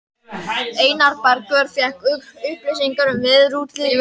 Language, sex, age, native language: Icelandic, male, 13, Icelandic